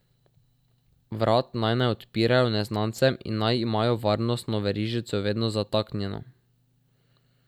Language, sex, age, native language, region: Slovenian, male, 12-17, Slovenian, Drava region